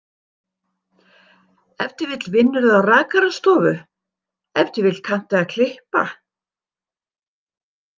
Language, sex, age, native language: Icelandic, female, 60-69, Icelandic